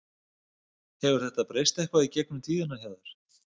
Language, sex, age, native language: Icelandic, male, 50-59, Icelandic